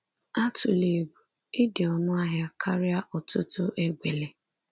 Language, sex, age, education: Igbo, female, 15-29, secondary